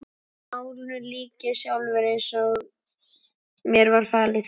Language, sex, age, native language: Icelandic, male, 11, Icelandic